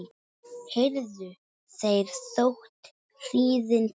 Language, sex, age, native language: Icelandic, male, 10, Icelandic